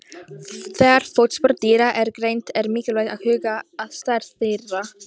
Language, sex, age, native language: Icelandic, female, 18-19, Icelandic